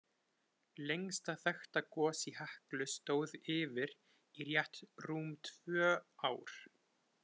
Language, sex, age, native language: Icelandic, male, 20-29, Icelandic